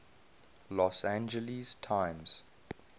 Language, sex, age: English, male, 22